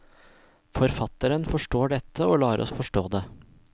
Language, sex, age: Norwegian, male, 26